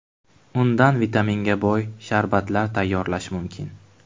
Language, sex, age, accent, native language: Uzbek, male, 18-24, Buxoro, Uzbek